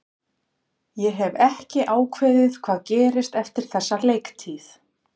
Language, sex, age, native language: Icelandic, female, 50-59, Icelandic